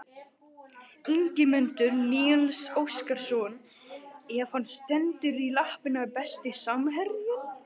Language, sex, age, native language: Icelandic, male, 12, Icelandic